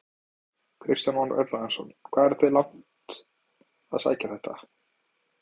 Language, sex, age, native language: Icelandic, male, 20-29, Icelandic